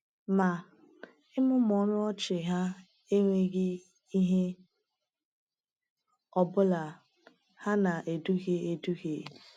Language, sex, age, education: Igbo, female, 15-29, tertiary